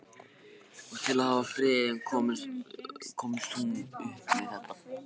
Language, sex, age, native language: Icelandic, male, 15, Icelandic